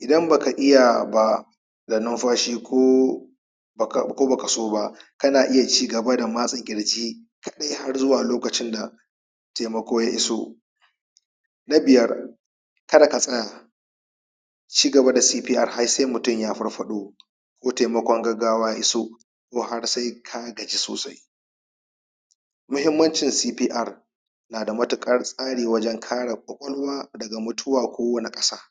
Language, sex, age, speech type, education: Hausa, male, 30-45, spontaneous, tertiary